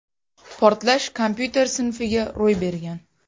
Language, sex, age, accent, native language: Uzbek, female, 18-24, Farg'ona, Uzbek